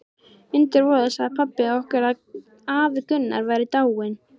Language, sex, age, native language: Icelandic, female, 13, Icelandic